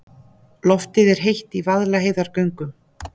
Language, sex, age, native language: Icelandic, female, 50-59, Icelandic